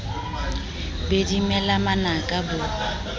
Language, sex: Southern Sotho, female